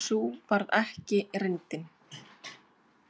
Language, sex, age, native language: Icelandic, female, 20-29, Icelandic